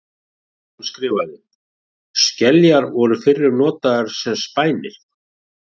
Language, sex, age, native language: Icelandic, male, 40-49, Icelandic